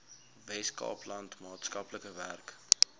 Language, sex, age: Afrikaans, male, 19